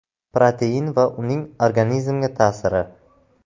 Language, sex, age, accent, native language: Uzbek, male, 18-24, Buxoro, Uzbek